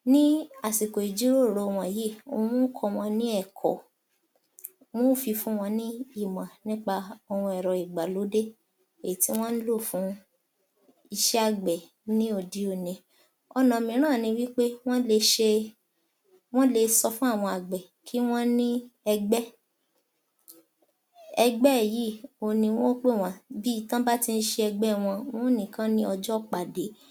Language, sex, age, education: Yoruba, female, 46-60, tertiary